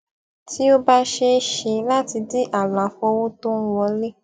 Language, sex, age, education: Yoruba, female, 15-29, tertiary